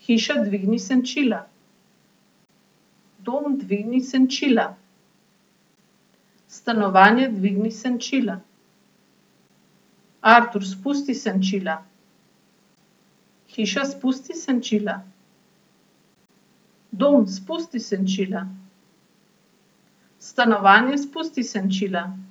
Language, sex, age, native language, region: Slovenian, female, 30-49, Slovenian, Central Slovenia